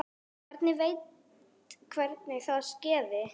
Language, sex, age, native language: Icelandic, female, 8, Icelandic